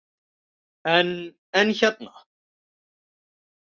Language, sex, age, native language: Icelandic, male, 18-19, Icelandic